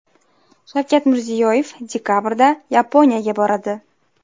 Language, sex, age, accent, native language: Uzbek, female, 25-34, Navoiy, Uzbek